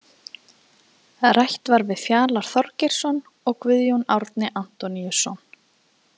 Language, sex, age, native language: Icelandic, female, 20-29, Icelandic